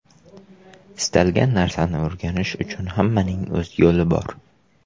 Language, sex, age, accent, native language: Uzbek, male, 18-24, Qashqadaryo, Uzbek